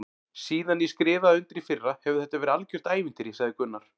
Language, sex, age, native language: Icelandic, male, 40-49, Icelandic